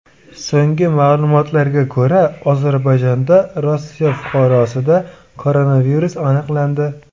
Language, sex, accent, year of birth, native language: Uzbek, male, Samarqand, 2002, Uzbek